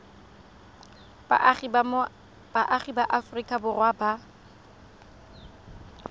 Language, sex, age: Tswana, female, 23